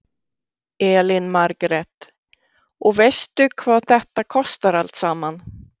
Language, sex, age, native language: Icelandic, female, 60-69, Swedish